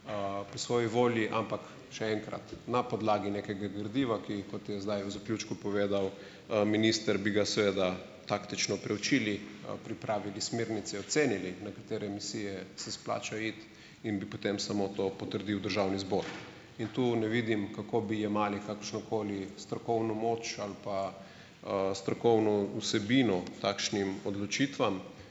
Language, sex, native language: Slovenian, male, Slovenian